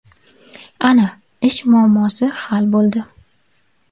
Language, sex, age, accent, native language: Uzbek, female, 18-24, Navoiy, Uzbek